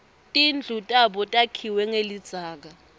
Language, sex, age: Swati, female, 22